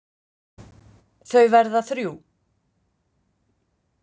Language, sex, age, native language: Icelandic, female, 50-59, Icelandic